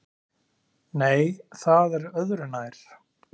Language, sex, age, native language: Icelandic, male, 30-39, Icelandic